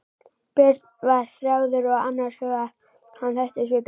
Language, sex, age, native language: Icelandic, female, 11, Icelandic